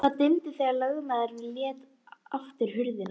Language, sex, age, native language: Icelandic, female, 12, Icelandic